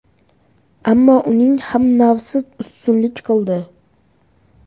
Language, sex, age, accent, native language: Uzbek, male, 12-17, Farg'ona, Uzbek